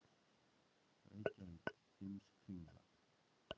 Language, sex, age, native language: Icelandic, male, 30-39, Icelandic